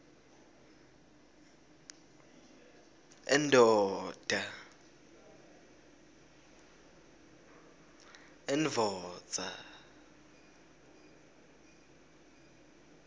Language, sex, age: Swati, male, 20